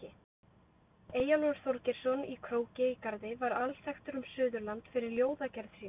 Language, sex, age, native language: Icelandic, female, 20-29, Icelandic